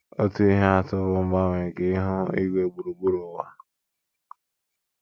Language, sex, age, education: Igbo, male, 15-29, tertiary